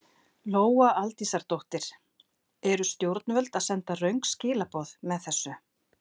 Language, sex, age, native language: Icelandic, female, 50-59, Icelandic